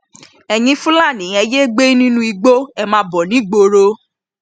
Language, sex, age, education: Yoruba, male, 15-29, tertiary